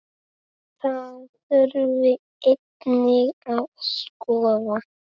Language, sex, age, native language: Icelandic, male, 7, Icelandic